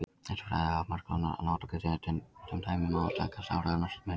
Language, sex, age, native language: Icelandic, male, 20-29, Icelandic